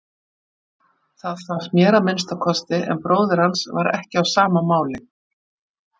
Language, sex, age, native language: Icelandic, female, 40-49, Icelandic